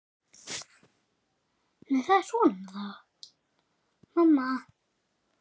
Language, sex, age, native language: Icelandic, male, 6, Icelandic